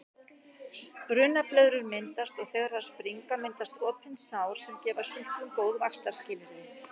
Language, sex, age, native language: Icelandic, female, 60-69, Icelandic